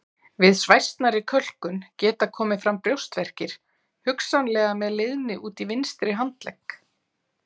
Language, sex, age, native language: Icelandic, female, 40-49, Icelandic